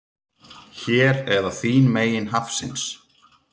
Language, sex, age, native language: Icelandic, male, 30-39, Icelandic